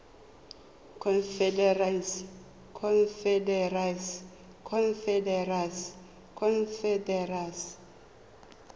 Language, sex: Tswana, female